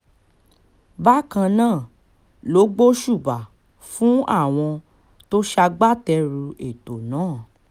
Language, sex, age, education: Yoruba, female, 15-29, tertiary